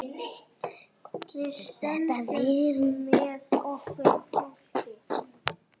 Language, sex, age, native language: Icelandic, female, 8, Icelandic